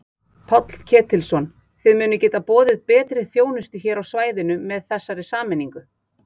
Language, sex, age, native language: Icelandic, female, 40-49, Icelandic